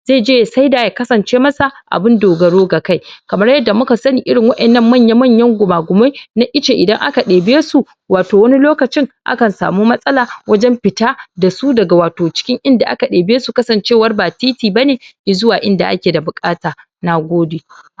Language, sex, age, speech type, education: Hausa, male, 15-29, spontaneous, primary